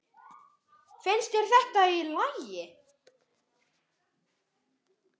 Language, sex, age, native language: Icelandic, male, 10, Icelandic